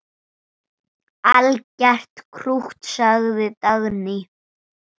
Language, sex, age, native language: Icelandic, male, 7, Icelandic